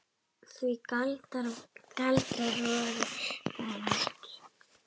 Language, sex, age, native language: Icelandic, female, 7, Icelandic